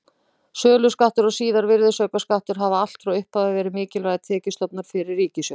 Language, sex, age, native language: Icelandic, female, 40-49, Icelandic